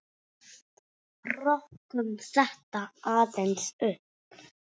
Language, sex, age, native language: Icelandic, male, 6, Icelandic